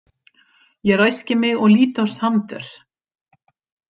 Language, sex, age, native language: Icelandic, female, 50-59, Icelandic